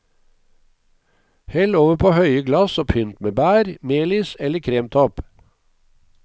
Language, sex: Norwegian, male